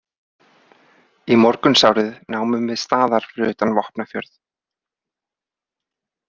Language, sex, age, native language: Icelandic, male, 30-39, Icelandic